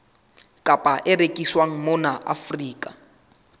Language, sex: Southern Sotho, male